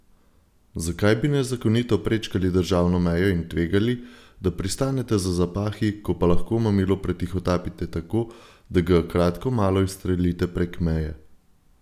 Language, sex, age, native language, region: Slovenian, male, 18-29, Slovenian, Gorenjska region